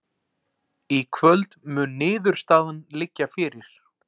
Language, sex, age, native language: Icelandic, male, 40-49, Icelandic